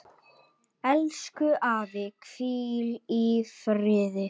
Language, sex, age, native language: Icelandic, male, 8, Icelandic